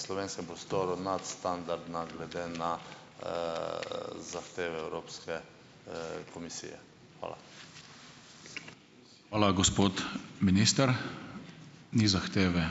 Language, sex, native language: Slovenian, male, Slovenian